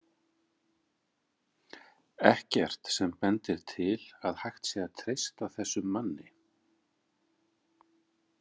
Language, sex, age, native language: Icelandic, male, 40-49, Icelandic